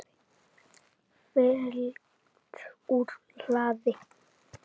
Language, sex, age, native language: Icelandic, female, 8, Icelandic